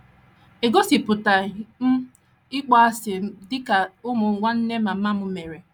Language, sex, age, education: Igbo, female, 30-45, tertiary